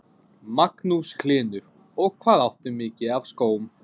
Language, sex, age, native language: Icelandic, male, 20-29, English